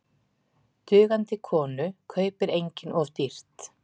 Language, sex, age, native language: Icelandic, female, 40-49, Icelandic